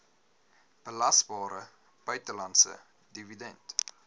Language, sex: Afrikaans, male